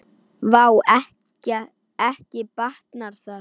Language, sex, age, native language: Icelandic, male, 9, Icelandic